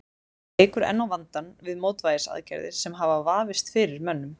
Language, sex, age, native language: Icelandic, female, 20-29, Icelandic